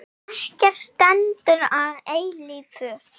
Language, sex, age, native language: Icelandic, female, 8, Icelandic